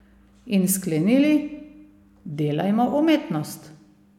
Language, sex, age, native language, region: Slovenian, female, 50-59, Slovenian, Savinja region